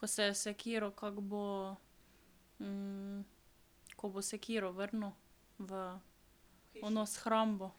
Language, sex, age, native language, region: Slovenian, female, 12-17, Slovenian, Drava region